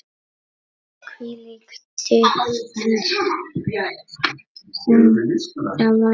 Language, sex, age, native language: Icelandic, female, 9, Icelandic